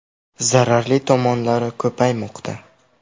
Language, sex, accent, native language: Uzbek, male, Samarqand, Uzbek